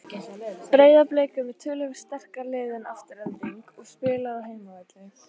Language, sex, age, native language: Icelandic, female, 18-19, Icelandic